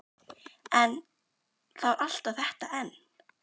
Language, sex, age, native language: Icelandic, female, 12, Icelandic